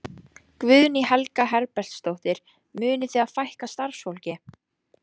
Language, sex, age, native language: Icelandic, female, 14, Icelandic